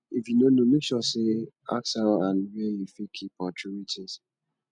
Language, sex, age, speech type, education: Nigerian Pidgin, male, 15-29, spontaneous, tertiary